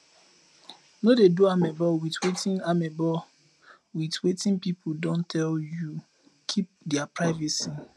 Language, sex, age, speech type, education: Nigerian Pidgin, male, 15-29, spontaneous, tertiary